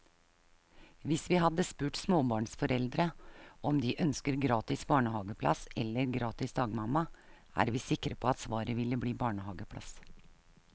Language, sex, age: Norwegian, female, 48